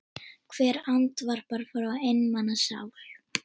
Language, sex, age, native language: Icelandic, female, 10, Icelandic